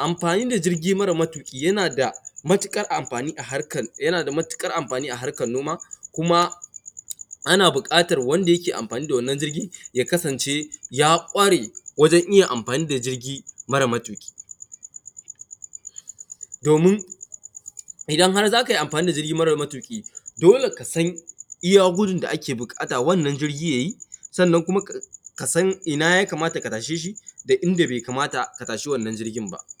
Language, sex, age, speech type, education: Hausa, male, 15-29, spontaneous, primary